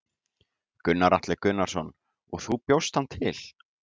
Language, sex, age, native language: Icelandic, male, 18-19, Icelandic